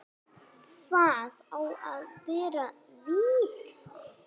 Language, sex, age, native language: Icelandic, female, 9, Icelandic